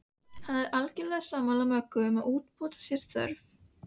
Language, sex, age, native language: Icelandic, female, 15, Icelandic